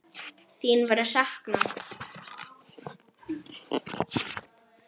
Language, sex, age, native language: Icelandic, female, 9, Icelandic